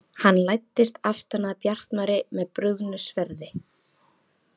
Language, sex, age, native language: Icelandic, female, 30-39, Icelandic